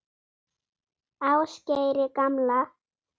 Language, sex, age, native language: Icelandic, female, 8, Icelandic